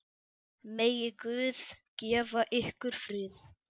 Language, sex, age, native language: Icelandic, male, 10, Icelandic